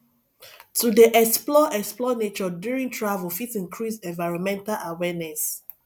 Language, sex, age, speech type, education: Nigerian Pidgin, female, 30-45, spontaneous, tertiary